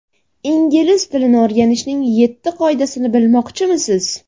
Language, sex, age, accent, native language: Uzbek, female, 18-24, Surxondaryo, Uzbek